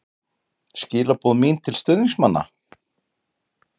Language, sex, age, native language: Icelandic, male, 40-49, Icelandic